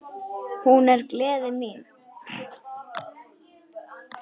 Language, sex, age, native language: Icelandic, female, 10, Icelandic